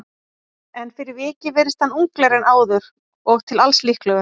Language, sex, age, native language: Icelandic, female, 40-49, Icelandic